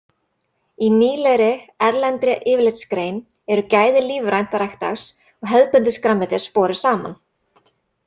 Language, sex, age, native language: Icelandic, female, 30-39, Icelandic